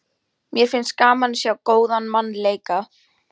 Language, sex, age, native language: Icelandic, female, 13, Icelandic